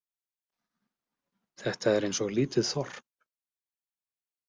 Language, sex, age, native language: Icelandic, male, 40-49, Icelandic